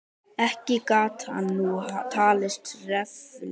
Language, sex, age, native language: Icelandic, male, 12, Icelandic